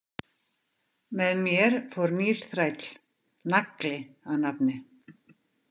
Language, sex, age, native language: Icelandic, female, 50-59, Icelandic